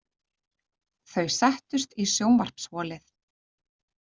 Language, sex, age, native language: Icelandic, female, 30-39, Icelandic